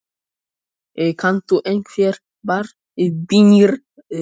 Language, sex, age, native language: Icelandic, male, 18-19, Icelandic